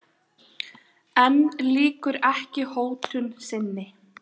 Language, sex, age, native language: Icelandic, male, 8, Icelandic